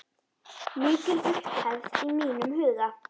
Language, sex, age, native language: Icelandic, female, 10, Icelandic